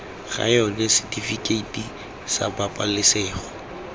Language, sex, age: Tswana, male, 18